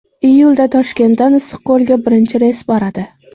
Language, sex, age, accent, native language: Uzbek, female, 25-34, Sirdaryo, Uzbek